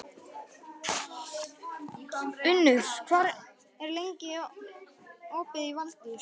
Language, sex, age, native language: Icelandic, male, 11, Icelandic